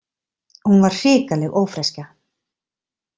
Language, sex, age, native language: Icelandic, female, 30-39, Icelandic